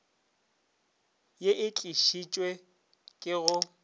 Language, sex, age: Northern Sotho, male, 30